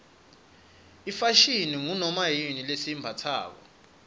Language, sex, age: Swati, male, 25